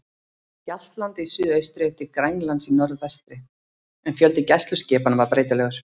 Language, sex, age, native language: Icelandic, female, 30-39, Icelandic